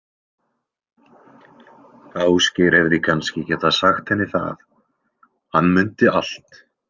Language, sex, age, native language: Icelandic, male, 20-29, Icelandic